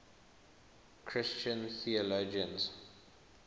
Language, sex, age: English, male, 21